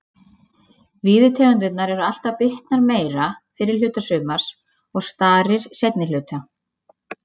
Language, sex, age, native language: Icelandic, female, 30-39, Icelandic